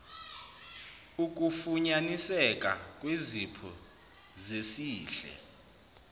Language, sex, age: Zulu, male, 29